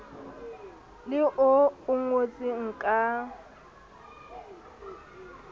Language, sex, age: Southern Sotho, female, 27